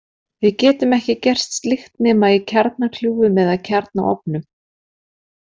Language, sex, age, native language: Icelandic, female, 30-39, Icelandic